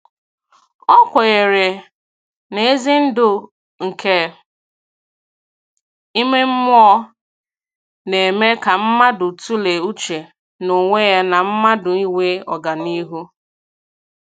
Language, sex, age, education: Igbo, female, 15-29, tertiary